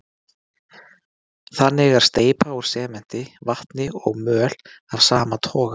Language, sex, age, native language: Icelandic, male, 40-49, Icelandic